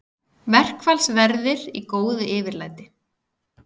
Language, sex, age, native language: Icelandic, female, 30-39, Icelandic